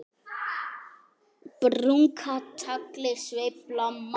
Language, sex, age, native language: Icelandic, male, 8, Icelandic